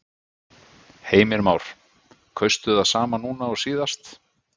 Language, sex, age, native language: Icelandic, male, 50-59, Icelandic